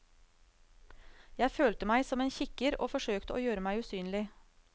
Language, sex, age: Norwegian, female, 35